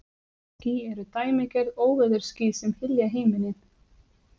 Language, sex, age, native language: Icelandic, female, 30-39, Icelandic